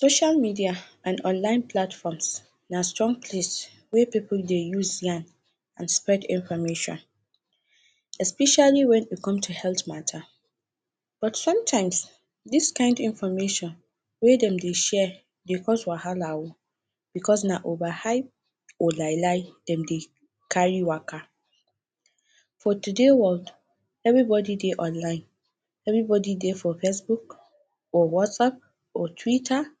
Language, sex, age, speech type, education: Nigerian Pidgin, female, 30-45, spontaneous, tertiary